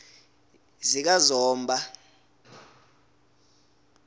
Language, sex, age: South Ndebele, male, 20